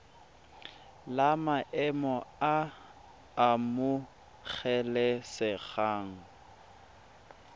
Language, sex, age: Tswana, male, 24